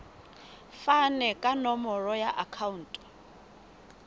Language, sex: Southern Sotho, female